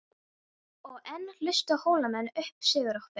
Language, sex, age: Icelandic, female, 13